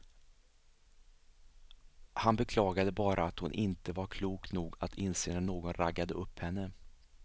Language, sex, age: Swedish, male, 37